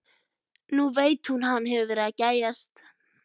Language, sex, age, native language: Icelandic, female, 12, Icelandic